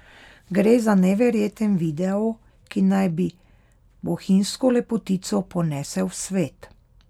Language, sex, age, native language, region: Slovenian, female, 30-49, Slovenian, Pomurje region